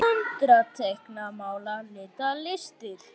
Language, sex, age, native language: Icelandic, male, 9, Icelandic